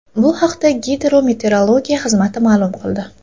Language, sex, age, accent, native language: Uzbek, female, 18-24, Toshkent shahri, Uzbek